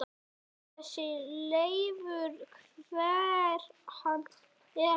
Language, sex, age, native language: Icelandic, female, 9, Icelandic